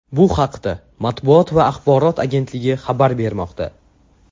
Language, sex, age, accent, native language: Uzbek, male, under 19, Jizzax, Uzbek